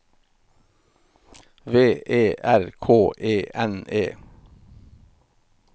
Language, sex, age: Norwegian, male, 51